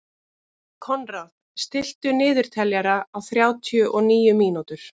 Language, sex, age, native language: Icelandic, female, 30-39, Icelandic